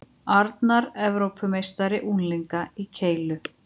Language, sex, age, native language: Icelandic, female, 50-59, Icelandic